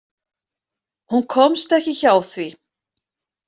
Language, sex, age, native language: Icelandic, female, 40-49, Icelandic